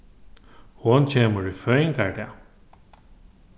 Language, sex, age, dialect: Faroese, male, 36-60, Norðurstreymoy/Eysturoy